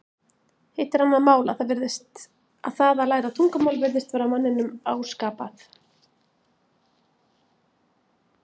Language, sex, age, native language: Icelandic, female, 40-49, Icelandic